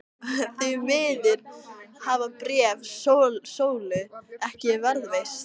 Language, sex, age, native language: Icelandic, female, 14, Icelandic